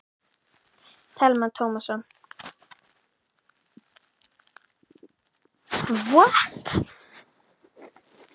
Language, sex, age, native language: Icelandic, female, 13, Icelandic